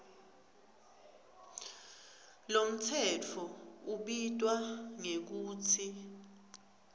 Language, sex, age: Swati, female, 20